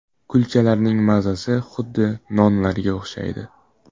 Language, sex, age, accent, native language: Uzbek, male, 18-24, Surxondaryo, Uzbek